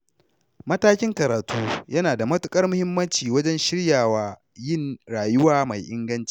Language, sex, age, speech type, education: Hausa, male, 30-45, read, tertiary